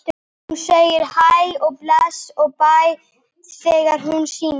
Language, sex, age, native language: Icelandic, female, 12, Icelandic